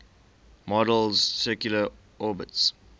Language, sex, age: English, male, 20